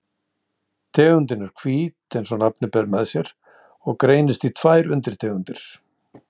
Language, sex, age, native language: Icelandic, male, 60-69, Icelandic